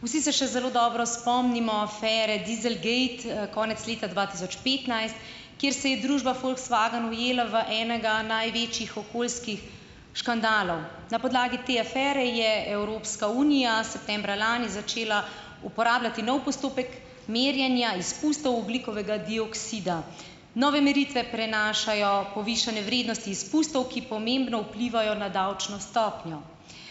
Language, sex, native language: Slovenian, female, Slovenian